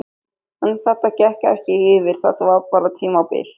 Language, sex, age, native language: Icelandic, male, 13, Icelandic